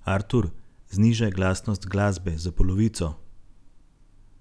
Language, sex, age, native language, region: Slovenian, male, 30-49, Slovenian, Central Slovenia